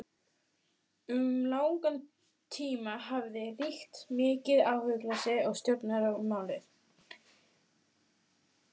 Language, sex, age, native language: Icelandic, female, 12, Icelandic